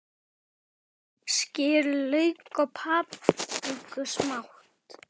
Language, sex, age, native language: Icelandic, male, 10, Icelandic